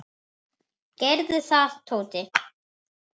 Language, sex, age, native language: Icelandic, male, 9, Icelandic